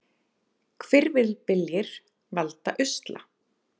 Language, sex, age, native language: Icelandic, female, 30-39, Icelandic